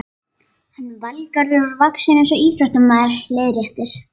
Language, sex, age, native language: Icelandic, female, 11, Icelandic